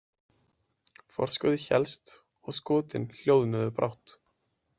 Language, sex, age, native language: Icelandic, male, 20-29, Icelandic